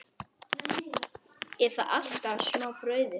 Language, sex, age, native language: Icelandic, male, 9, Icelandic